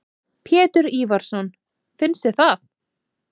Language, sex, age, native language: Icelandic, female, 20-29, Icelandic